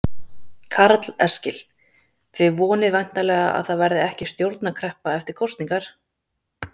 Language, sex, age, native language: Icelandic, female, 30-39, Icelandic